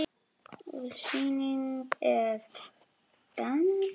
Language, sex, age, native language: Icelandic, female, 10, Icelandic